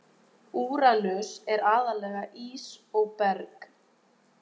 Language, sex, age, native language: Icelandic, female, 20-29, Icelandic